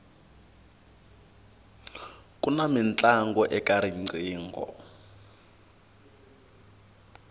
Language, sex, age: Tsonga, male, 22